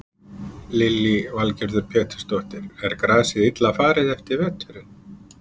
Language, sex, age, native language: Icelandic, male, 50-59, Icelandic